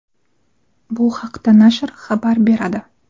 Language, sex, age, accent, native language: Uzbek, female, 40-49, Toshkent viloyati, Uzbek